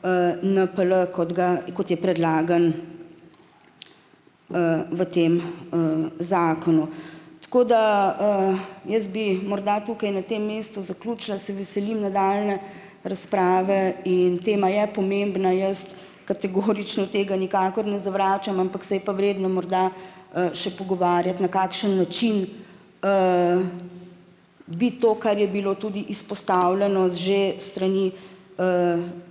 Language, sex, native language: Slovenian, female, Slovenian